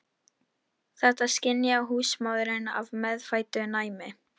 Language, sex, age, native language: Icelandic, female, 13, Icelandic